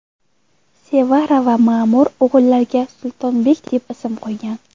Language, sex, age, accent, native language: Uzbek, female, 19-29, Toshkent viloyati, Uzbek